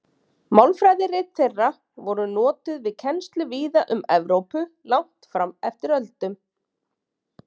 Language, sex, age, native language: Icelandic, female, 30-39, Icelandic